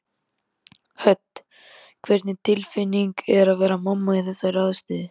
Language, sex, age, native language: Icelandic, male, 13, Icelandic